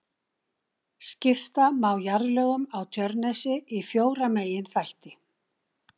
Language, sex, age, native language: Icelandic, female, 60-69, Icelandic